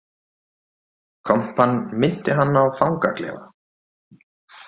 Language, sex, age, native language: Icelandic, male, 30-39, Icelandic